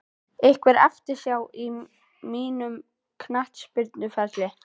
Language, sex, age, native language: Icelandic, female, 11, Icelandic